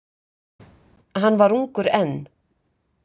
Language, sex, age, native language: Icelandic, female, 50-59, Icelandic